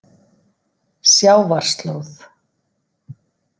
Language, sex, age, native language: Icelandic, female, 50-59, Icelandic